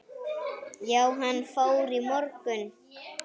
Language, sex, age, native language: Icelandic, female, 8, Icelandic